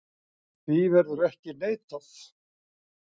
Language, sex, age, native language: Icelandic, male, 60-69, Icelandic